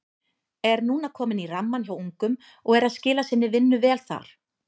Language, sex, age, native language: Icelandic, female, 30-39, Icelandic